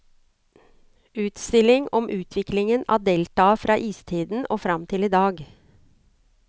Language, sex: Norwegian, female